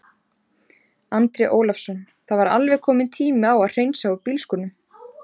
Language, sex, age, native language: Icelandic, female, 30-39, Icelandic